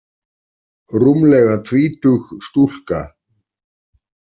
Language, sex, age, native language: Icelandic, male, 40-49, Icelandic